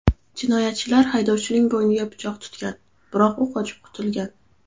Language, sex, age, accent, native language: Uzbek, female, under 19, Toshkent viloyati, Uzbek